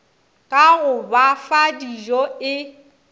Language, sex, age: Northern Sotho, female, 27